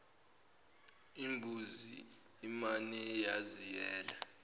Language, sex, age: Zulu, male, 18